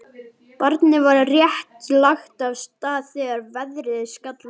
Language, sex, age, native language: Icelandic, male, 11, Icelandic